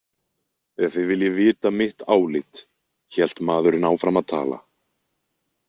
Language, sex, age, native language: Icelandic, male, 20-29, Icelandic